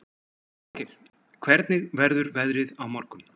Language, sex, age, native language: Icelandic, male, 40-49, Icelandic